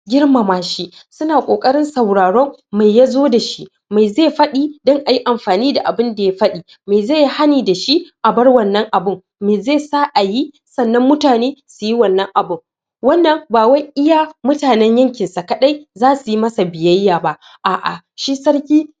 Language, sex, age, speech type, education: Hausa, female, 15-29, spontaneous, tertiary